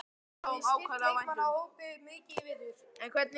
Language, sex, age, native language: Icelandic, male, 12, Icelandic